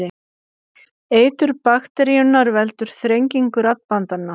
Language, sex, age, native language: Icelandic, female, 50-59, Icelandic